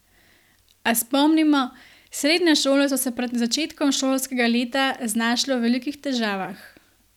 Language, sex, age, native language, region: Slovenian, female, 18-29, Slovenian, Gorenjska region